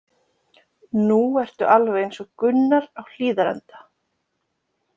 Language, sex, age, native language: Icelandic, female, 20-29, Icelandic